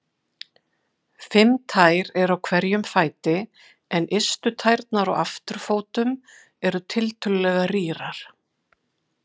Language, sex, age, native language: Icelandic, female, 50-59, Icelandic